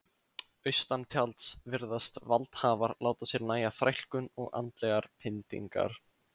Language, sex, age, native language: Icelandic, male, 15, Icelandic